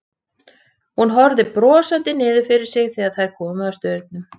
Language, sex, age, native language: Icelandic, female, 30-39, Icelandic